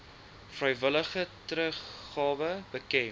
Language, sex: Afrikaans, male